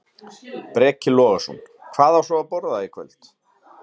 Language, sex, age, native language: Icelandic, male, 30-39, Icelandic